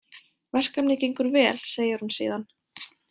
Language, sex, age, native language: Icelandic, female, 20-29, Icelandic